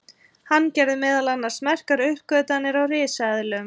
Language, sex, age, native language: Icelandic, female, 30-39, Icelandic